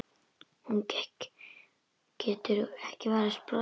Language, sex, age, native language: Icelandic, female, 10, Icelandic